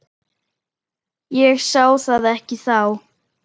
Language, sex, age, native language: Icelandic, male, 10, Icelandic